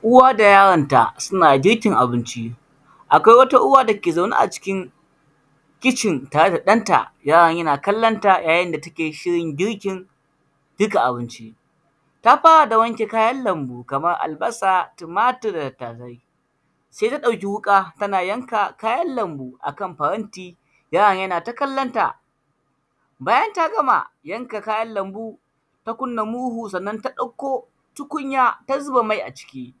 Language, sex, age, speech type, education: Hausa, male, 15-29, spontaneous, primary